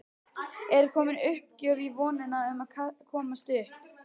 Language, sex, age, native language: Icelandic, male, 11, Icelandic